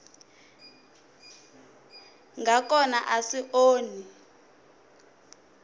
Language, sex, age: Tsonga, female, 19